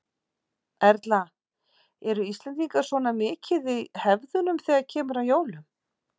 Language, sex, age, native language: Icelandic, female, 40-49, Icelandic